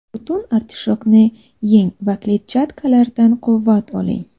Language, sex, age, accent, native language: Uzbek, female, 25-34, Samarqand, Uzbek